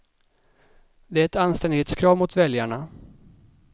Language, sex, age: Swedish, male, 37